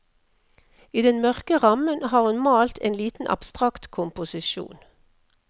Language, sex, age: Norwegian, female, 57